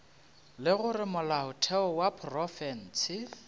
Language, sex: Northern Sotho, male